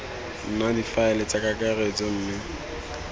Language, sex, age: Tswana, male, 19